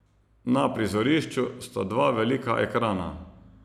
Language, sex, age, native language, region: Slovenian, male, 30-49, Slovenian, Savinja region